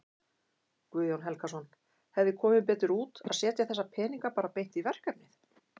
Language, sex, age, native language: Icelandic, female, 50-59, Icelandic